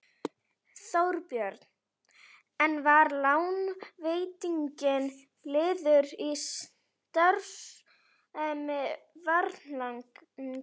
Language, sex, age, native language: Icelandic, female, 11, Icelandic